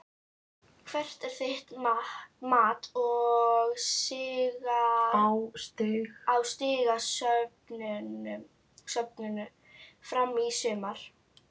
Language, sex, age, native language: Icelandic, female, 12, Icelandic